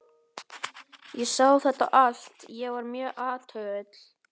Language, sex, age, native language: Icelandic, male, 11, Icelandic